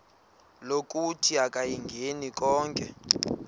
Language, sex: Xhosa, male